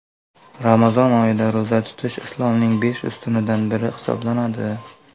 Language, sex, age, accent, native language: Uzbek, male, 19-29, Qashqadaryo, Uzbek